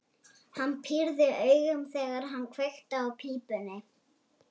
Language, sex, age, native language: Icelandic, male, 11, Icelandic